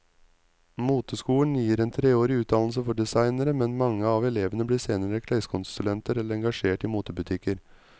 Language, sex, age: Norwegian, male, 35